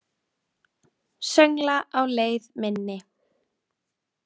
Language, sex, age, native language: Icelandic, female, 20-29, Icelandic